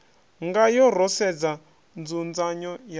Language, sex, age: Venda, male, 26